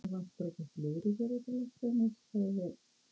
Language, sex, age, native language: Icelandic, female, 50-59, Icelandic